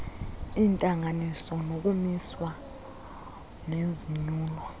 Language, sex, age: Xhosa, female, 23